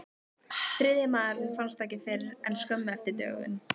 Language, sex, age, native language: Icelandic, female, 15, Icelandic